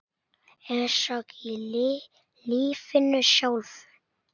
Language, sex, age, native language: Icelandic, male, 8, Icelandic